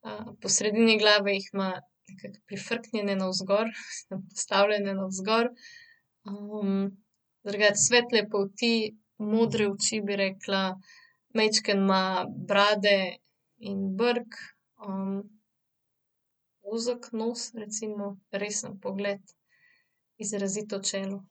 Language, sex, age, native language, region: Slovenian, female, 30-49, Slovenian, Central Slovenia